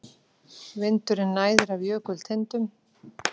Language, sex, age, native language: Icelandic, female, 40-49, Icelandic